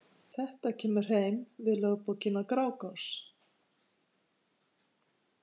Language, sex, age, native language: Icelandic, female, 50-59, Icelandic